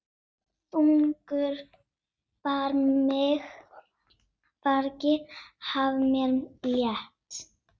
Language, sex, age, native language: Icelandic, female, 7, Icelandic